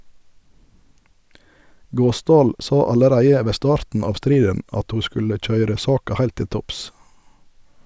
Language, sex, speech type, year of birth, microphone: Norwegian, male, read, 1971, Sennheiser